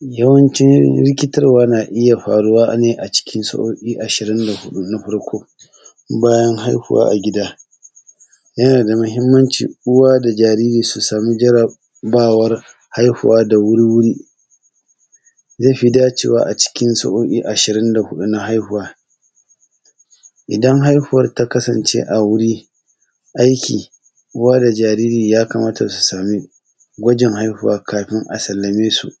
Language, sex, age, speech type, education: Hausa, male, 30-45, spontaneous, tertiary